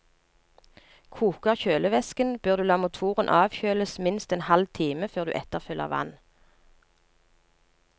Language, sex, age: Norwegian, female, 39